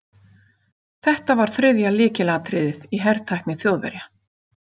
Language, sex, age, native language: Icelandic, female, 50-59, Icelandic